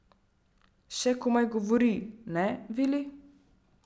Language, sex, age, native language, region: Slovenian, female, 12-17, Slovenian, Central Slovenia